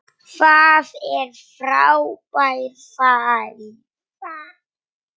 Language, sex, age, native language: Icelandic, female, 9, Polish